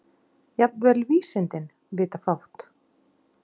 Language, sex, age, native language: Icelandic, female, 30-39, Icelandic